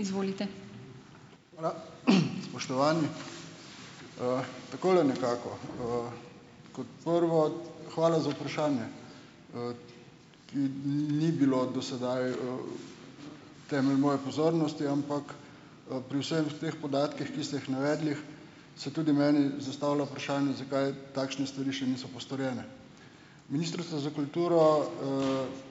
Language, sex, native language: Slovenian, male, Slovenian